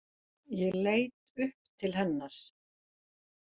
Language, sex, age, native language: Icelandic, female, 40-49, Icelandic